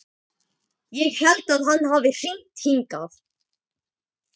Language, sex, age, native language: Icelandic, male, 12, Icelandic